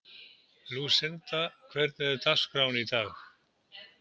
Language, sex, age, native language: Icelandic, male, 70-79, Icelandic